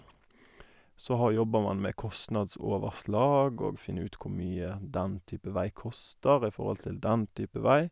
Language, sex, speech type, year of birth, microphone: Norwegian, male, spontaneous, 1988, Sennheiser